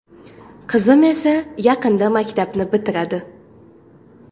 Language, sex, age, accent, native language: Uzbek, female, 19-29, Farg'ona, Uzbek